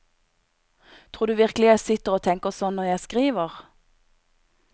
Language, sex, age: Norwegian, female, 26